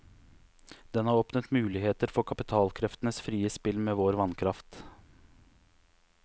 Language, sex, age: Norwegian, male, 29